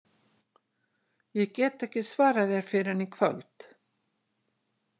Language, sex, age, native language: Icelandic, female, 60-69, Icelandic